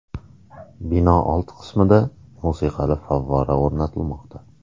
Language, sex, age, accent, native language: Uzbek, male, 25-34, Qoraqalpog'iston, Uzbek